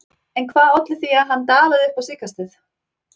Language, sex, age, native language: Icelandic, female, 30-39, Icelandic